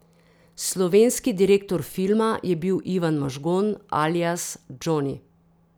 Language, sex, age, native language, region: Slovenian, female, 30-49, Slovenian, Drava region